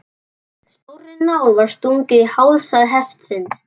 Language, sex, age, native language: Icelandic, male, 11, Icelandic